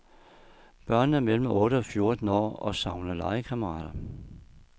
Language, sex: Danish, male